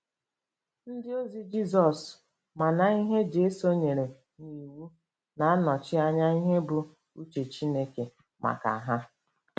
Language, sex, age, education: Igbo, female, 30-45, tertiary